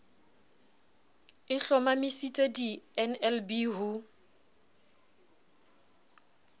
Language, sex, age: Southern Sotho, female, 29